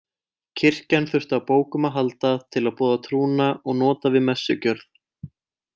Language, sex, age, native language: Icelandic, male, 20-29, Icelandic